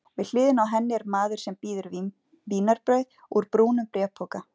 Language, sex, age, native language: Icelandic, female, 40-49, Icelandic